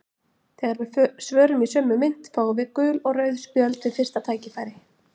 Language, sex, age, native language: Icelandic, female, 40-49, Icelandic